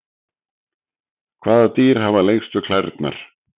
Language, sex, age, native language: Icelandic, male, 60-69, Icelandic